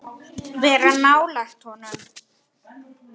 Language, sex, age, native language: Icelandic, male, 9, Icelandic